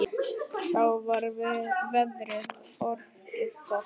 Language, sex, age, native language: Icelandic, male, 10, Icelandic